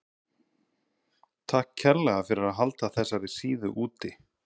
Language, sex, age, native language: Icelandic, male, 30-39, Icelandic